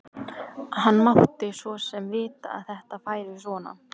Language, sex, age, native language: Icelandic, female, 14, Icelandic